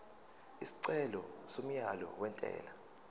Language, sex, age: Zulu, male, 19